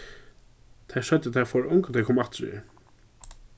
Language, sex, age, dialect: Faroese, male, 36-60, Suðurstreymoy